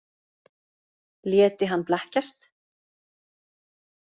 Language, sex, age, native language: Icelandic, female, 30-39, Icelandic